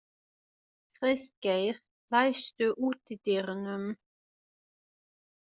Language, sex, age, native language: Icelandic, female, 20-29, German